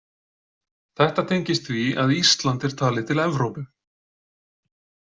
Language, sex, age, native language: Icelandic, male, 40-49, Icelandic